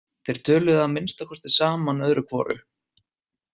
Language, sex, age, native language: Icelandic, male, 20-29, Icelandic